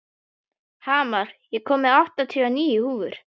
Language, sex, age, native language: Icelandic, male, 12, Icelandic